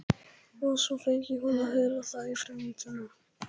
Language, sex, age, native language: Icelandic, male, 11, Polish